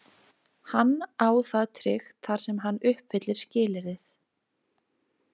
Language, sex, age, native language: Icelandic, female, 20-29, Icelandic